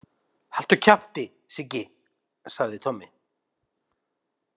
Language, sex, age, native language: Icelandic, male, 50-59, Icelandic